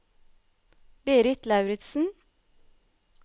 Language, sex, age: Norwegian, female, 36